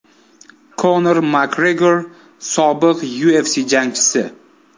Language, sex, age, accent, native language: Uzbek, male, 25-34, Toshkent viloyati, Uzbek